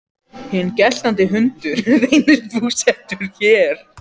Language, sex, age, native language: Icelandic, other, 14, Icelandic